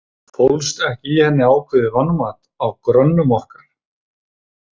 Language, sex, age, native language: Icelandic, male, 30-39, Icelandic